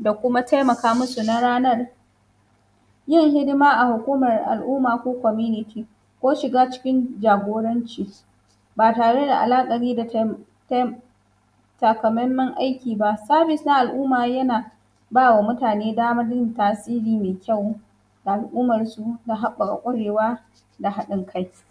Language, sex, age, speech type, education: Hausa, female, 15-29, spontaneous, secondary